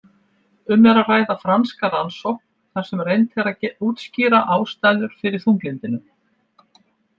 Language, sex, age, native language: Icelandic, female, 70-79, Icelandic